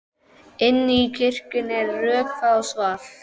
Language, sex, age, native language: Icelandic, male, 12, Icelandic